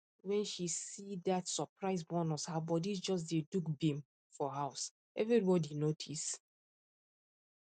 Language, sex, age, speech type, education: Nigerian Pidgin, female, 15-29, spontaneous, tertiary